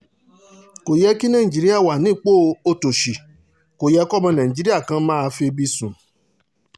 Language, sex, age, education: Yoruba, male, 30-45, tertiary